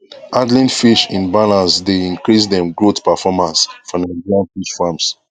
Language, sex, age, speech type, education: Nigerian Pidgin, male, 15-29, spontaneous, tertiary